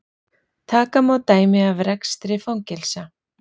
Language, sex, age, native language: Icelandic, female, 40-49, Icelandic